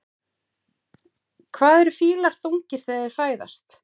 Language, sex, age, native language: Icelandic, female, 40-49, Icelandic